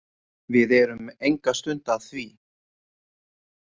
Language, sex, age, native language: Icelandic, male, 50-59, Icelandic